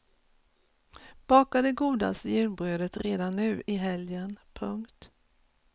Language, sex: Swedish, female